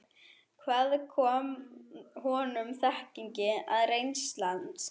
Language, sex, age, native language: Icelandic, female, 11, German